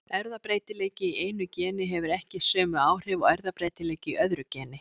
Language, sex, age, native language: Icelandic, female, 60-69, Icelandic